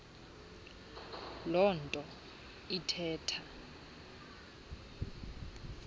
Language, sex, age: Xhosa, female, 20